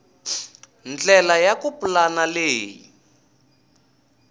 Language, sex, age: Tsonga, male, 20